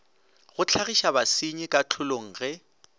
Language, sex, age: Northern Sotho, male, 18